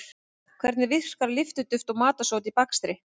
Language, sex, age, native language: Icelandic, female, 30-39, Icelandic